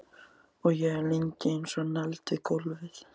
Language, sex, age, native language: Icelandic, male, 14, Icelandic